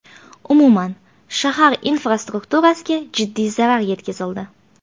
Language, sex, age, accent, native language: Uzbek, female, 25-34, Farg'ona, Uzbek